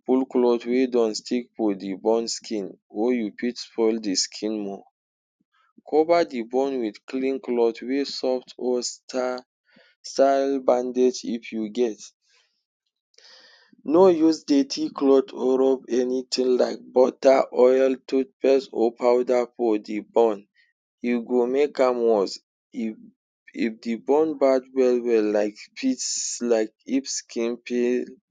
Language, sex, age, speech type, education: Nigerian Pidgin, male, 46-60, spontaneous, tertiary